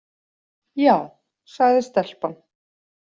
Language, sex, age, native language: Icelandic, female, 40-49, Icelandic